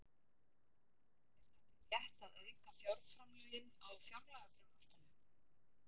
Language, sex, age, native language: Icelandic, female, 40-49, Icelandic